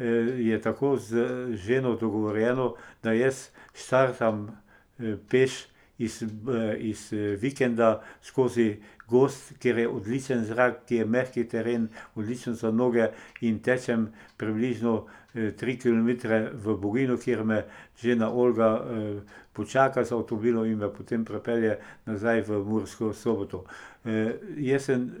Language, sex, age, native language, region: Slovenian, male, 60+, Slovenian, Pomurje region